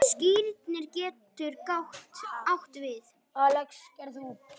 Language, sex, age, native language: Icelandic, female, 9, Icelandic